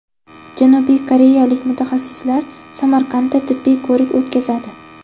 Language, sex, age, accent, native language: Uzbek, female, 12-17, Navoiy, Uzbek